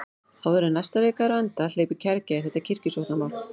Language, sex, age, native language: Icelandic, female, 40-49, Icelandic